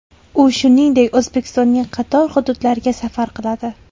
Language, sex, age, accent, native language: Uzbek, female, 18-24, Toshkent viloyati, Uzbek